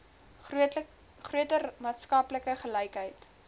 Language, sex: Afrikaans, female